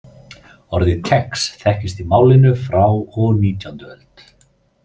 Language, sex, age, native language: Icelandic, male, 30-39, Icelandic